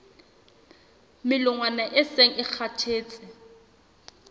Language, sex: Southern Sotho, female